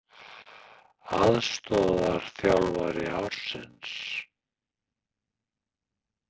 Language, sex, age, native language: Icelandic, male, 60-69, Icelandic